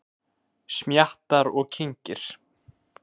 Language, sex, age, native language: Icelandic, male, 20-29, Icelandic